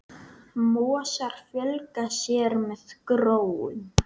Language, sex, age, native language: Icelandic, male, 8, Icelandic